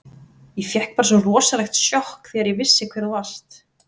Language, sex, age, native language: Icelandic, female, 30-39, Icelandic